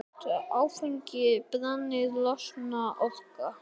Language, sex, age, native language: Icelandic, female, 9, Icelandic